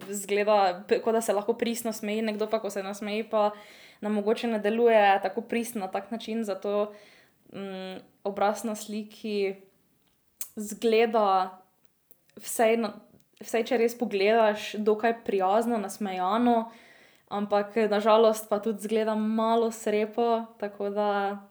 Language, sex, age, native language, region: Slovenian, female, 18-29, Slovenian, Drava region